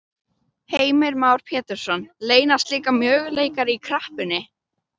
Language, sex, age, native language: Icelandic, female, 12, Icelandic